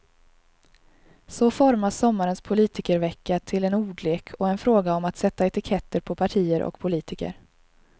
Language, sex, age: Swedish, female, 23